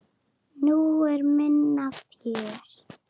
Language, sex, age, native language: Icelandic, female, 7, Icelandic